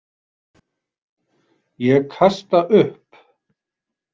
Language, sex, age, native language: Icelandic, male, 40-49, Icelandic